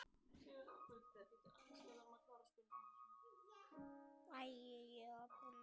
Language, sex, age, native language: Icelandic, male, 6, Icelandic